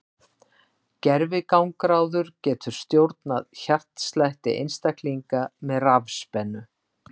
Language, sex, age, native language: Icelandic, female, 60-69, Icelandic